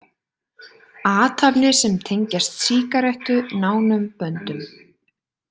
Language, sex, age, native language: Icelandic, female, 20-29, Icelandic